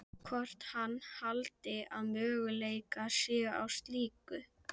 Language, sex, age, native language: Icelandic, female, 11, Icelandic